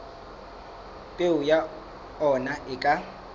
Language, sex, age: Southern Sotho, male, 23